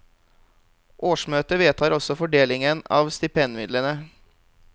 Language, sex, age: Norwegian, male, 32